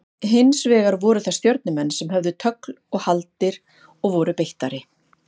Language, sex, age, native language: Icelandic, female, 50-59, Icelandic